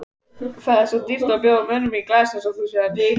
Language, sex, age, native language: Icelandic, female, 18-19, Icelandic